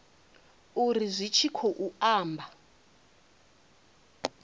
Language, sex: Venda, female